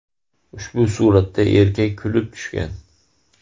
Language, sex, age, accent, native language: Uzbek, male, 18-24, Farg'ona, Uzbek